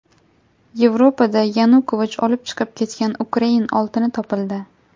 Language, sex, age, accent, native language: Uzbek, female, 18-24, Jizzax, Uzbek